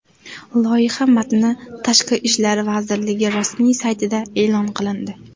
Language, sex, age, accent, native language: Uzbek, female, 18-24, Andijon, Uzbek